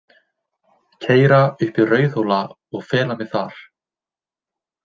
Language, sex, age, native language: Icelandic, male, 20-29, Icelandic